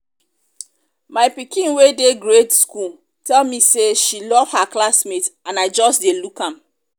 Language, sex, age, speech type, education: Nigerian Pidgin, female, 30-45, spontaneous, tertiary